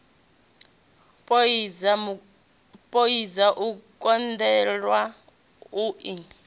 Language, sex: Venda, female